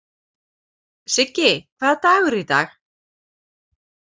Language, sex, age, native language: Icelandic, female, 40-49, Icelandic